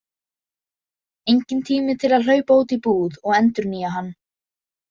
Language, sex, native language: Icelandic, female, Icelandic